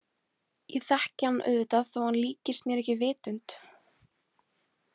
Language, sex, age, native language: Icelandic, female, 18-19, Icelandic